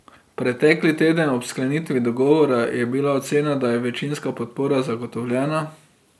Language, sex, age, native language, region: Slovenian, male, 30-49, Slovenian, Drava region